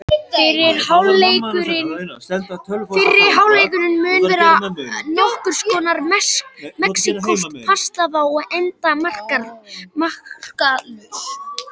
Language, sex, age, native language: Icelandic, male, 18-19, Icelandic